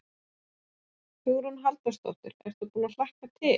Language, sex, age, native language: Icelandic, female, 50-59, Icelandic